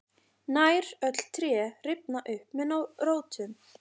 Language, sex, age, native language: Icelandic, female, 40-49, Icelandic